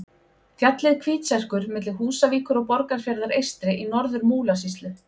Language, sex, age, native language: Icelandic, female, 20-29, Icelandic